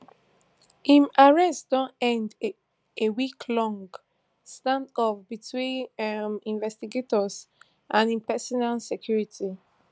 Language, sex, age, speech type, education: Nigerian Pidgin, female, 15-29, spontaneous, tertiary